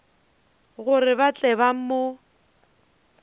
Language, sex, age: Northern Sotho, female, 29